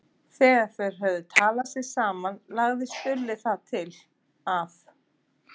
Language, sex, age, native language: Icelandic, female, 50-59, Icelandic